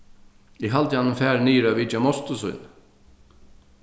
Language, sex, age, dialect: Faroese, male, 36-60, Sandoy